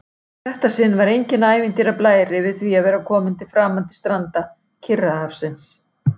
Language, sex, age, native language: Icelandic, female, 60-69, Icelandic